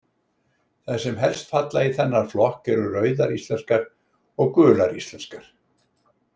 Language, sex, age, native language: Icelandic, male, 60-69, Icelandic